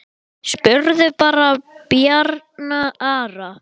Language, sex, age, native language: Icelandic, male, 10, Icelandic